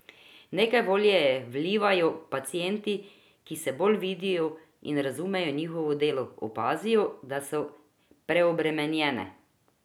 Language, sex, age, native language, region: Slovenian, female, 50-59, Croatian, Drava region